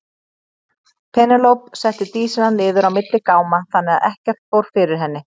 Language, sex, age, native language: Icelandic, female, 30-39, Icelandic